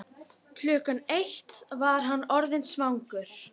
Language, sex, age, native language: Icelandic, female, 12, Icelandic